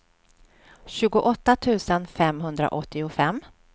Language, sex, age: Swedish, female, 46